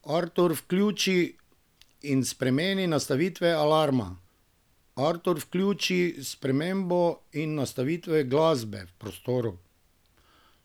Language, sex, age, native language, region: Slovenian, male, 50-59, Slovenian, Drava region